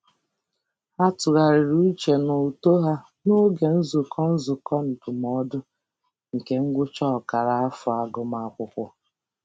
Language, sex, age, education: Igbo, female, 30-45, tertiary